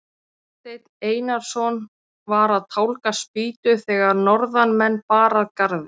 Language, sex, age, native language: Icelandic, female, 30-39, Icelandic